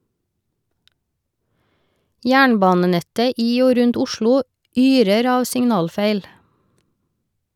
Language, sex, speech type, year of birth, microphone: Norwegian, female, read, 1971, Shure